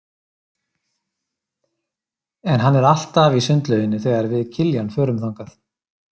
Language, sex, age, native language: Icelandic, male, 30-39, Icelandic